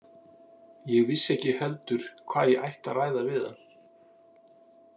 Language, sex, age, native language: Icelandic, male, 40-49, Icelandic